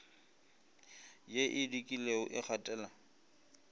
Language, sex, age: Northern Sotho, male, 25